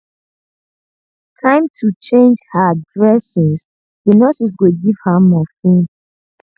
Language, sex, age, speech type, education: Nigerian Pidgin, female, 30-45, spontaneous, tertiary